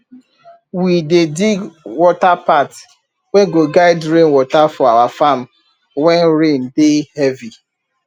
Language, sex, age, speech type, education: Nigerian Pidgin, male, 30-45, spontaneous, tertiary